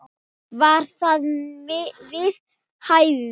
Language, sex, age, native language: Icelandic, female, 10, Thai